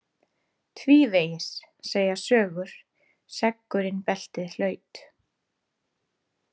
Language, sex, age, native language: Icelandic, female, 30-39, Icelandic